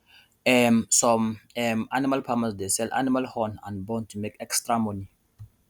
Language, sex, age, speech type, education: Nigerian Pidgin, male, 15-29, spontaneous, tertiary